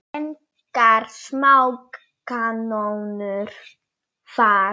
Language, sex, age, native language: Icelandic, female, 9, Polish